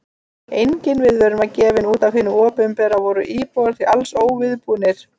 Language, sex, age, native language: Icelandic, female, 30-39, Icelandic